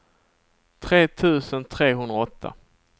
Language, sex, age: Swedish, male, 27